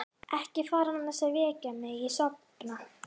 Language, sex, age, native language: Icelandic, female, 12, Icelandic